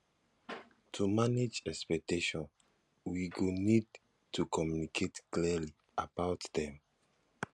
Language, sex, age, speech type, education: Nigerian Pidgin, male, 15-29, spontaneous, tertiary